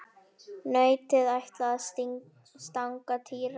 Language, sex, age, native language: Icelandic, female, 10, Icelandic